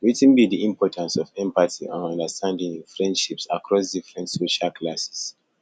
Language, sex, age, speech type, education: Nigerian Pidgin, male, 15-29, spontaneous, tertiary